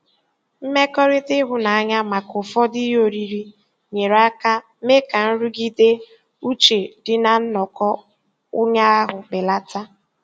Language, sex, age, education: Igbo, female, 15-29, secondary